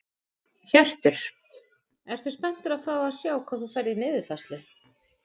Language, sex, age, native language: Icelandic, female, 40-49, Icelandic